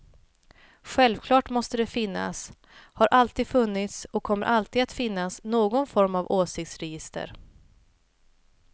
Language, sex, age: Swedish, female, 28